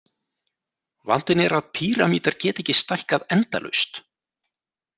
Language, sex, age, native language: Icelandic, male, 40-49, Icelandic